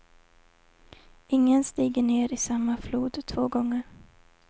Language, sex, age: Swedish, female, 20